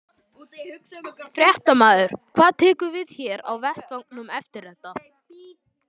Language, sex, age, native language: Icelandic, male, 12, Icelandic